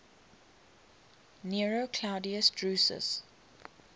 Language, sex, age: English, female, 21